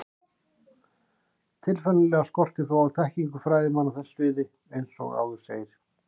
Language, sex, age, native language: Icelandic, male, 50-59, Icelandic